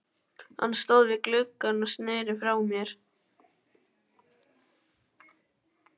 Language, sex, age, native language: Icelandic, male, 12, Icelandic